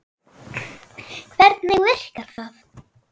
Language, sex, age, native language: Icelandic, female, 9, Icelandic